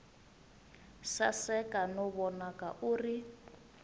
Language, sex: Tsonga, female